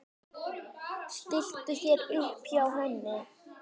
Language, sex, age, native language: Icelandic, male, 10, Icelandic